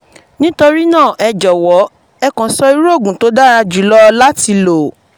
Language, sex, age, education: Yoruba, female, 30-45, tertiary